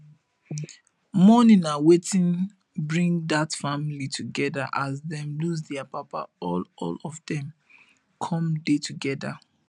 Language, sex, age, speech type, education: Nigerian Pidgin, male, 15-29, spontaneous, tertiary